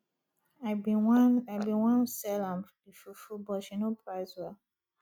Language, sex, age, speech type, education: Nigerian Pidgin, female, 30-45, spontaneous, tertiary